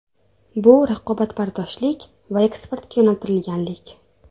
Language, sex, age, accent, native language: Uzbek, female, under 19, Toshkent viloyati, Uzbek